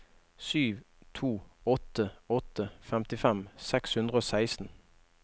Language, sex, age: Norwegian, male, 21